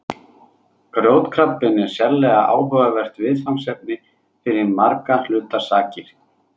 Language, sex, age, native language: Icelandic, male, 30-39, Icelandic